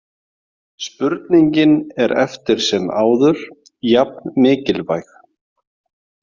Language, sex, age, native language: Icelandic, male, 40-49, Icelandic